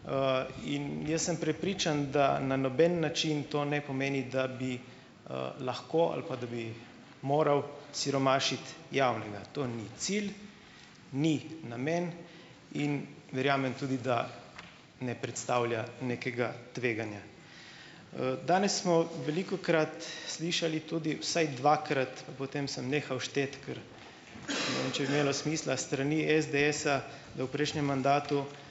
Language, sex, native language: Slovenian, male, Slovenian